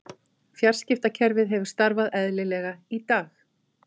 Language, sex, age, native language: Icelandic, female, 50-59, Icelandic